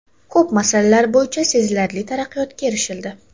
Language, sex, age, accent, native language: Uzbek, female, 18-24, Toshkent shahri, Uzbek